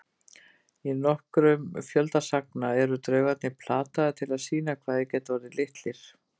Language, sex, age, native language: Icelandic, female, 50-59, Icelandic